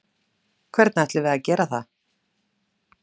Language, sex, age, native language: Icelandic, female, 40-49, Icelandic